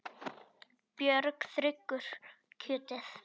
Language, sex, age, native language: Icelandic, male, 10, Icelandic